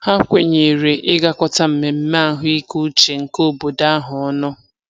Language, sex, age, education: Igbo, female, 15-29, tertiary